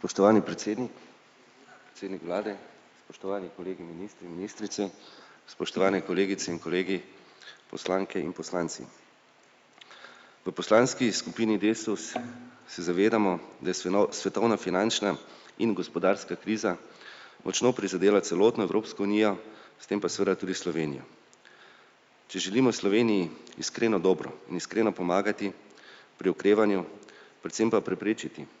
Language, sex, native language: Slovenian, male, Slovenian